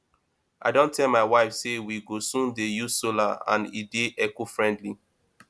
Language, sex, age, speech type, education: Nigerian Pidgin, male, 30-45, spontaneous, tertiary